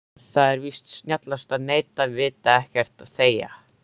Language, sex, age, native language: Icelandic, male, 13, Icelandic